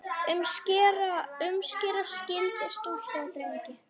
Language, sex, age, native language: Icelandic, female, 9, Icelandic